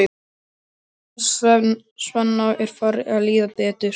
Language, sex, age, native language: Icelandic, male, 12, Icelandic